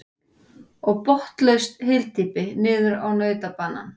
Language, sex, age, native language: Icelandic, female, 40-49, Icelandic